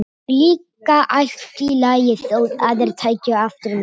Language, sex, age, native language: Icelandic, other, 18-19, Icelandic